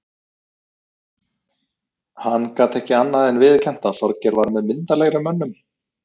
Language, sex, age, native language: Icelandic, male, 30-39, Icelandic